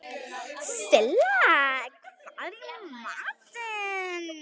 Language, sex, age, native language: Icelandic, female, 11, Icelandic